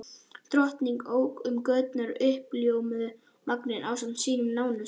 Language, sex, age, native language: Icelandic, male, 11, Icelandic